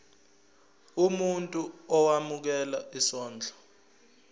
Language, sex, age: Zulu, male, 20